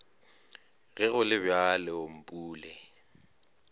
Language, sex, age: Northern Sotho, male, 25